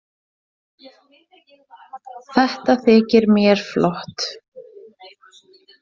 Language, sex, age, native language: Icelandic, female, 40-49, Icelandic